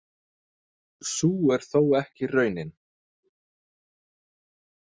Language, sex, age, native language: Icelandic, male, 30-39, Danish